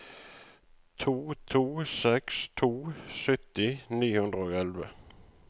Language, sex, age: Norwegian, male, 35